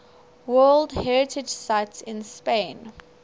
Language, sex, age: English, female, 19